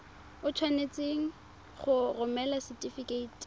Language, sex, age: Tswana, female, 23